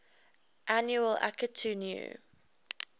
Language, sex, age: English, female, 21